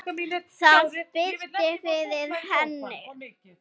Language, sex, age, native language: Icelandic, female, 7, Icelandic